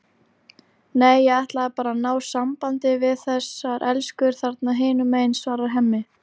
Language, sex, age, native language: Icelandic, female, 40-49, Icelandic